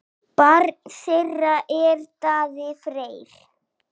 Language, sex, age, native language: Icelandic, male, 7, Icelandic